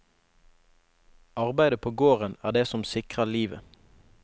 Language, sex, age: Norwegian, male, 21